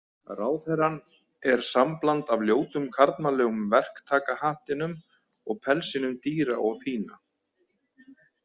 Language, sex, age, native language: Icelandic, male, 50-59, Icelandic